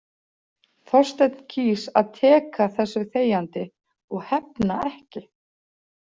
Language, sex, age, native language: Icelandic, female, 40-49, Icelandic